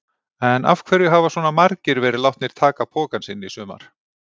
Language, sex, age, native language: Icelandic, male, 40-49, Icelandic